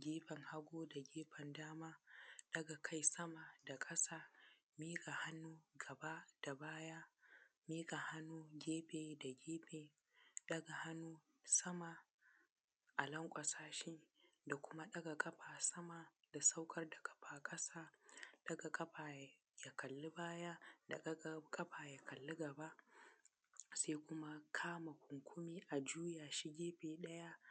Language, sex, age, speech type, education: Hausa, female, 15-29, spontaneous, secondary